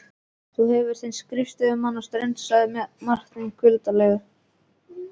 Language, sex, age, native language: Icelandic, male, 11, Icelandic